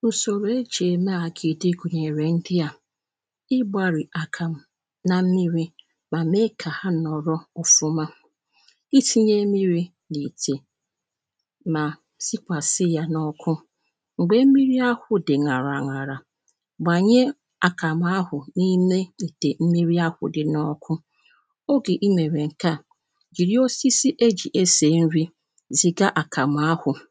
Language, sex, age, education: Igbo, female, 30-45, primary